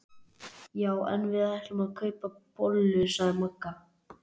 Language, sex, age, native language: Icelandic, male, 11, Icelandic